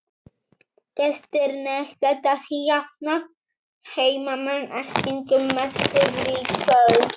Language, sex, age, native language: Icelandic, male, 18-19, Icelandic